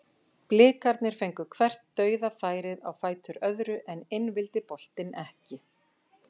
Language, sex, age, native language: Icelandic, female, 50-59, Icelandic